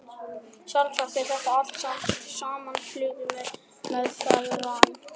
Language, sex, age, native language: Icelandic, male, 11, Icelandic